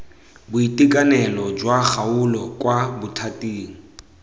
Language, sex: Tswana, male